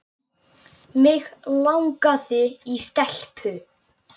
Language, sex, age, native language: Icelandic, male, 9, Icelandic